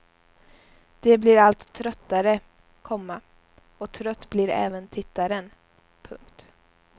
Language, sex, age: Swedish, female, 21